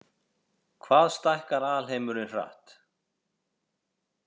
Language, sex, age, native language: Icelandic, male, 40-49, Icelandic